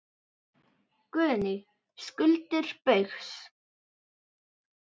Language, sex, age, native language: Icelandic, female, 10, Icelandic